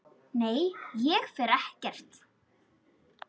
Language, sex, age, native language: Icelandic, female, 10, Icelandic